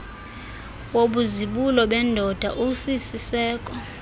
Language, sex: Xhosa, female